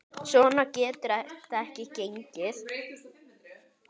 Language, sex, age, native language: Icelandic, male, 9, Icelandic